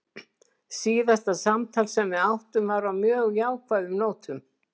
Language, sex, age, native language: Icelandic, female, 70-79, Icelandic